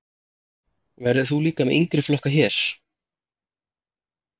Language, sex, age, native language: Icelandic, male, 30-39, Icelandic